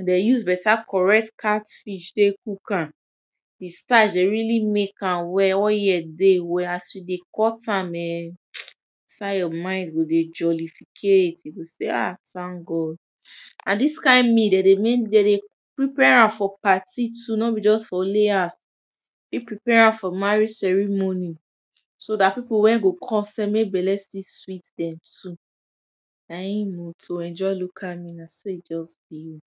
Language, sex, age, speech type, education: Nigerian Pidgin, female, 15-29, spontaneous, tertiary